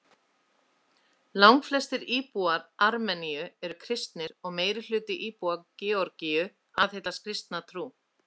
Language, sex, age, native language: Icelandic, female, 30-39, Icelandic